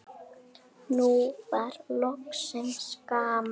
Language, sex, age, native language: Icelandic, female, 7, Icelandic